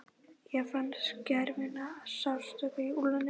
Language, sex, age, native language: Icelandic, female, 12, Icelandic